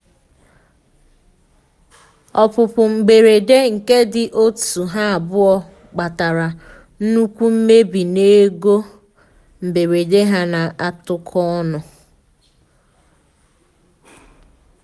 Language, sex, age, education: Igbo, female, 15-29, tertiary